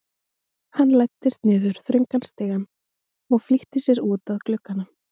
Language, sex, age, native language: Icelandic, female, 20-29, Icelandic